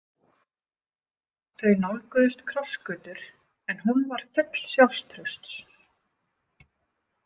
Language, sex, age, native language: Icelandic, female, 50-59, Icelandic